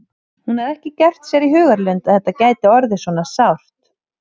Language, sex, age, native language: Icelandic, female, 30-39, Icelandic